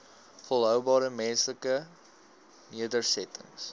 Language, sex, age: Afrikaans, male, 22